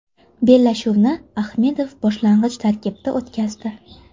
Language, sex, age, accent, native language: Uzbek, female, 18-24, Toshkent shahri, Uzbek